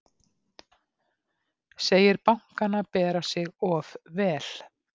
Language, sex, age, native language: Icelandic, female, 50-59, Icelandic